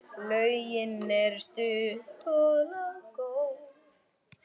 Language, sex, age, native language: Icelandic, female, 10, Icelandic